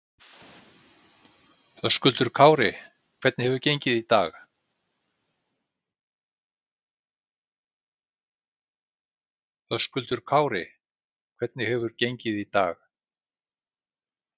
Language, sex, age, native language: Icelandic, male, 60-69, Icelandic